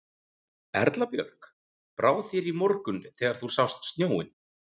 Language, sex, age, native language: Icelandic, male, 40-49, Icelandic